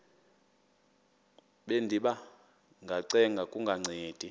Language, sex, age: Xhosa, male, 22